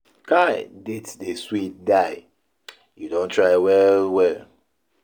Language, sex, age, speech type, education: Nigerian Pidgin, male, 30-45, spontaneous, tertiary